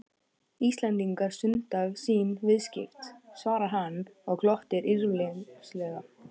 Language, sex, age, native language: Icelandic, male, 12, Icelandic